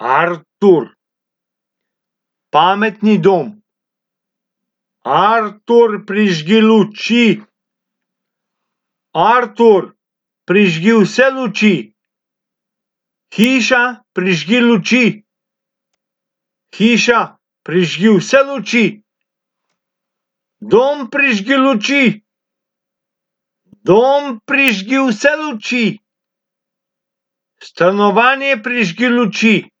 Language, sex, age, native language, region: Slovenian, male, 60+, Slovenian, Abroad